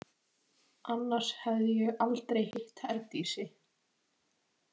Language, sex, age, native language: Icelandic, female, 18-19, Icelandic